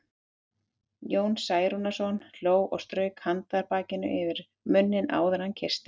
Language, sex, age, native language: Icelandic, female, 30-39, Icelandic